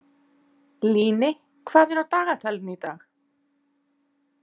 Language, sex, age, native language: Icelandic, female, 40-49, Icelandic